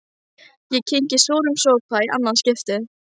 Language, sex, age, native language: Icelandic, female, 15, Icelandic